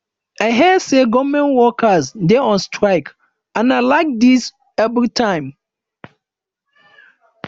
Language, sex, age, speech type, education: Nigerian Pidgin, male, 15-29, spontaneous, tertiary